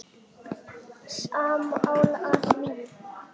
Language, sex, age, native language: Icelandic, female, 8, Icelandic